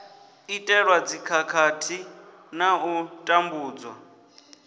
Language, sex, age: Venda, male, 19